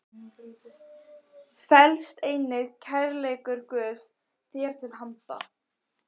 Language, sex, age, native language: Icelandic, female, 12, Icelandic